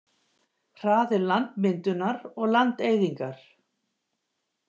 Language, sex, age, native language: Icelandic, female, 50-59, Icelandic